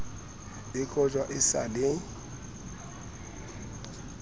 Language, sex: Southern Sotho, male